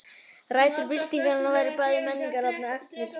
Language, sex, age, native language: Icelandic, male, 18-19, Icelandic